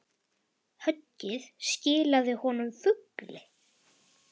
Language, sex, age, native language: Icelandic, male, 10, Icelandic